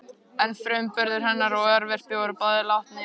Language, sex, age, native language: Icelandic, male, 14, Icelandic